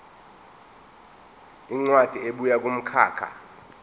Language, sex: Zulu, male